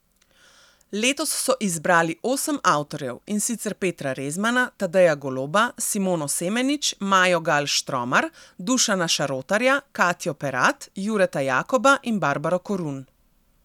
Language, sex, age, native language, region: Slovenian, female, 30-49, Slovenian, Central Slovenia